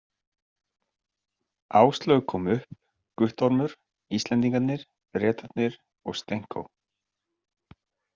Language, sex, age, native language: Icelandic, male, 40-49, Icelandic